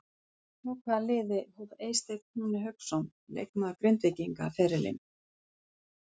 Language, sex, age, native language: Icelandic, female, 50-59, Icelandic